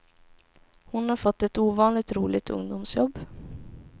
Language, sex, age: Swedish, female, 17